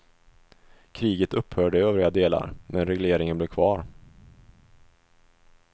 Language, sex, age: Swedish, male, 25